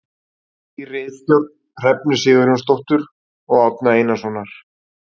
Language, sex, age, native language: Icelandic, male, 40-49, Icelandic